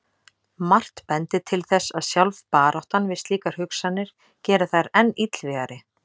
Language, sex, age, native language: Icelandic, female, 30-39, Icelandic